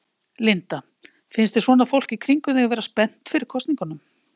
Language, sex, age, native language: Icelandic, female, 50-59, Icelandic